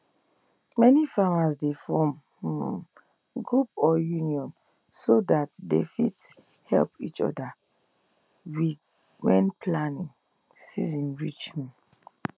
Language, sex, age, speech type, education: Nigerian Pidgin, female, 15-29, spontaneous, tertiary